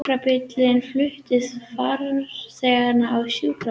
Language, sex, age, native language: Icelandic, female, 30-39, Icelandic